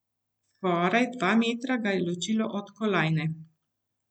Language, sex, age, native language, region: Slovenian, female, 50-59, Slovenian, Central Slovenia